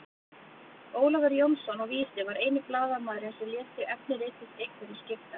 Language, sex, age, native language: Icelandic, female, 30-39, Icelandic